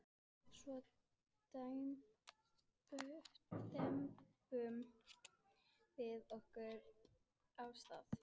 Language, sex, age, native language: Icelandic, female, 14, Icelandic